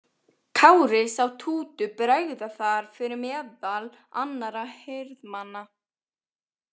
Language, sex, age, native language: Icelandic, female, 20-29, Icelandic